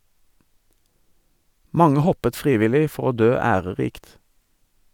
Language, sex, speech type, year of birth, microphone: Norwegian, male, read, 1973, Sennheiser